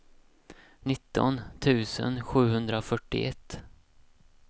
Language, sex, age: Swedish, male, 31